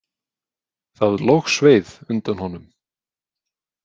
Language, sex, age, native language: Icelandic, male, 20-29, Icelandic